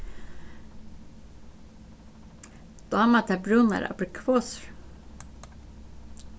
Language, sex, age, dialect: Faroese, female, 36-60, Suðurstreymoy